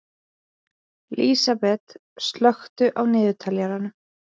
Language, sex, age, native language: Icelandic, female, 20-29, Icelandic